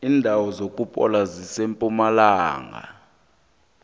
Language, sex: South Ndebele, male